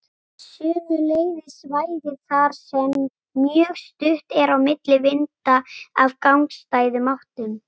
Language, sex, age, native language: Icelandic, female, 18-19, Icelandic